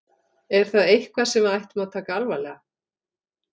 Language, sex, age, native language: Icelandic, female, 40-49, Icelandic